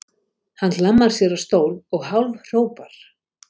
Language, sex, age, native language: Icelandic, female, 50-59, Icelandic